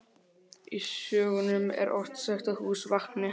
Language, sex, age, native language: Icelandic, male, 12, Icelandic